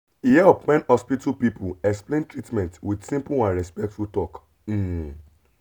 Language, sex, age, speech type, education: Nigerian Pidgin, male, 30-45, spontaneous, tertiary